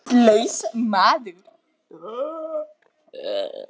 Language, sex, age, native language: Icelandic, other, 60-69, Icelandic